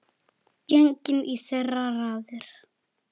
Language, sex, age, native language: Icelandic, male, 7, Icelandic